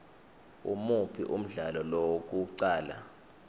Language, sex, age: Swati, male, 21